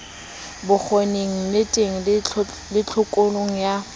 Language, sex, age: Southern Sotho, female, 19